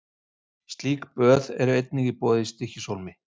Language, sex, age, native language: Icelandic, male, 50-59, Icelandic